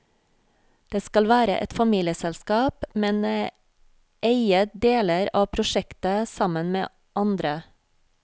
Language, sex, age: Norwegian, female, 40